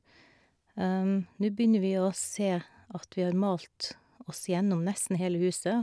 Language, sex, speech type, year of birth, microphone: Norwegian, female, spontaneous, 1969, Shure